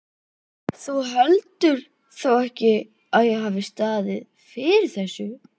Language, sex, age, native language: Icelandic, female, 11, Icelandic